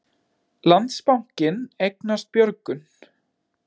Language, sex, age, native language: Icelandic, male, 20-29, Icelandic